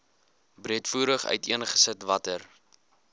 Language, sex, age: Afrikaans, male, 20